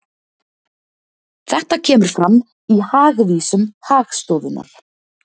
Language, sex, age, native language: Icelandic, female, 50-59, Icelandic